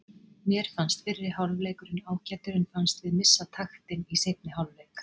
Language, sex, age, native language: Icelandic, female, 40-49, Icelandic